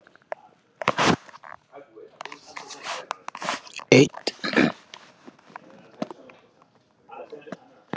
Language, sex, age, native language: Icelandic, male, 40-49, Icelandic